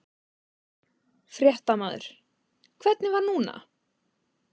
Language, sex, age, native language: Icelandic, female, 20-29, Icelandic